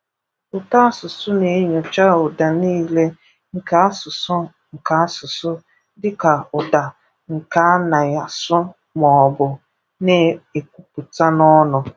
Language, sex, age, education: Igbo, female, 15-29, tertiary